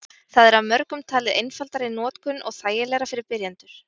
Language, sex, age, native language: Icelandic, female, 20-29, Icelandic